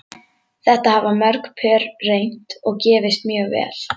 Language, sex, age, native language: Icelandic, female, 11, Icelandic